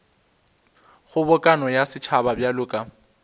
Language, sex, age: Northern Sotho, male, 20